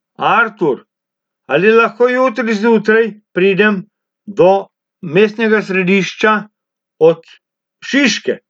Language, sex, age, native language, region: Slovenian, male, 60+, Slovenian, Abroad